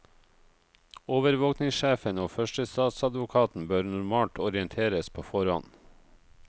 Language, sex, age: Norwegian, male, 38